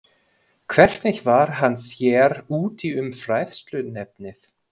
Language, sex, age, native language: Icelandic, male, 20-29, German